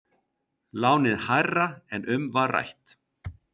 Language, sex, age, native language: Icelandic, male, 50-59, Icelandic